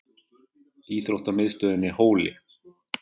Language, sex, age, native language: Icelandic, male, 40-49, Icelandic